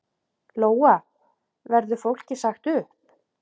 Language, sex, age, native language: Icelandic, male, 7, Icelandic